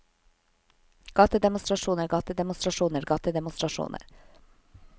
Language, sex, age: Norwegian, female, 50